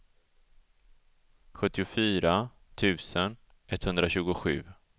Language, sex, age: Swedish, male, 34